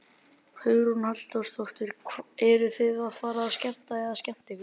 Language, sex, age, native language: Icelandic, male, 30-39, Icelandic